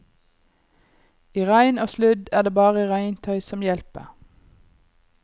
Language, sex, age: Norwegian, female, 39